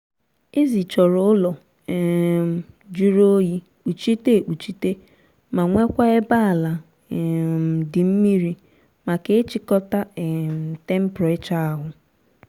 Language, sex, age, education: Igbo, female, 15-29, tertiary